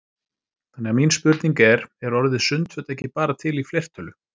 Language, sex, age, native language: Icelandic, male, 30-39, Icelandic